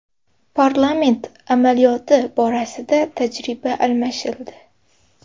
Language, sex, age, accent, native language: Uzbek, female, 18-24, Xorazm, Uzbek